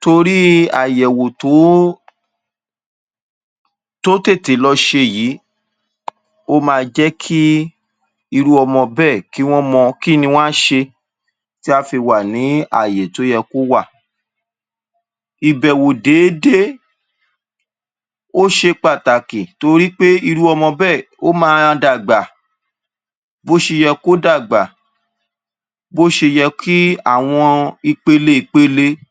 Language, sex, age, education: Yoruba, male, 30-45, tertiary